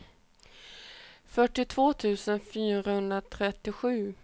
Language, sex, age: Swedish, female, 28